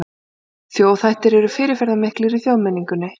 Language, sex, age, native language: Icelandic, female, 40-49, Icelandic